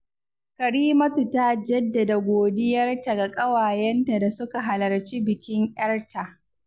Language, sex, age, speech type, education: Hausa, female, 15-29, read, secondary